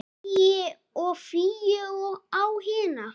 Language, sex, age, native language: Icelandic, female, 10, Icelandic